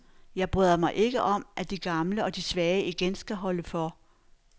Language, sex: Danish, female